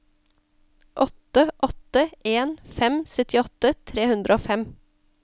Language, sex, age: Norwegian, female, 34